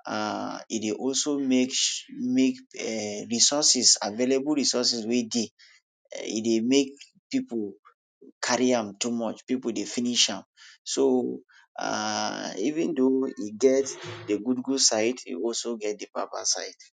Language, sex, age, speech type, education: Nigerian Pidgin, male, 30-45, spontaneous, tertiary